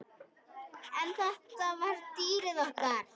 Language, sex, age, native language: Icelandic, female, 10, Icelandic